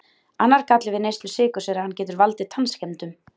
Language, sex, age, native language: Icelandic, female, 30-39, Icelandic